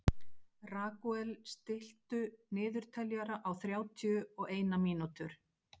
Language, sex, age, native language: Icelandic, female, 50-59, Icelandic